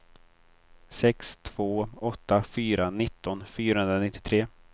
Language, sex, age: Swedish, male, 23